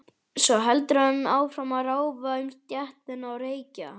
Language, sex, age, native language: Icelandic, male, 11, Icelandic